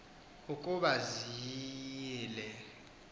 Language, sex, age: Xhosa, male, 18